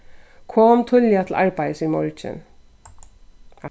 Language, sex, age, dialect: Faroese, female, 36-60, Suðurstreymoy